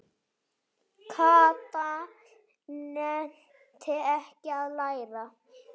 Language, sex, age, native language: Icelandic, female, 7, Icelandic